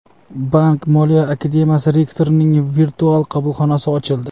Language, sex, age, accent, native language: Uzbek, male, 25-34, Jizzax, Uzbek